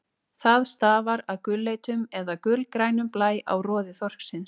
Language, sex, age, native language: Icelandic, female, 30-39, Icelandic